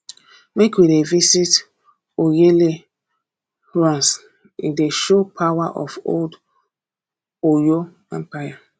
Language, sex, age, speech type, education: Nigerian Pidgin, female, 30-45, spontaneous, tertiary